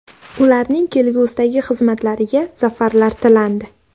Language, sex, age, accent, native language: Uzbek, female, 18-24, Andijon, Uzbek